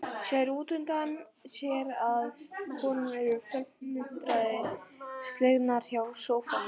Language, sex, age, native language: Icelandic, female, 11, Icelandic